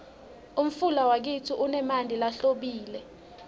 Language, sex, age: Swati, female, 21